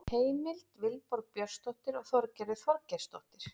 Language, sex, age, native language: Icelandic, female, 40-49, Icelandic